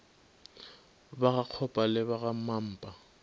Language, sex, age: Northern Sotho, male, 24